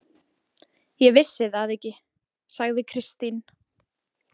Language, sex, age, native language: Icelandic, female, 20-29, Icelandic